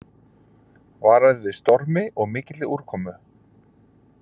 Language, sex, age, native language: Icelandic, male, 40-49, Icelandic